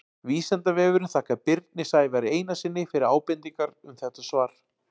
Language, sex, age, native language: Icelandic, male, 40-49, Icelandic